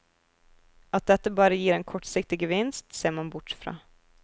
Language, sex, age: Norwegian, female, 24